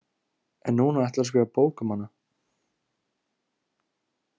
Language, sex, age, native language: Icelandic, male, 18-19, Icelandic